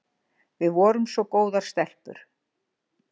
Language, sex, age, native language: Icelandic, female, 60-69, Icelandic